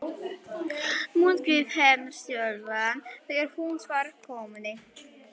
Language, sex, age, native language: Icelandic, female, 11, Polish